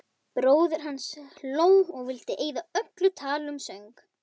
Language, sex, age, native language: Icelandic, male, 11, Icelandic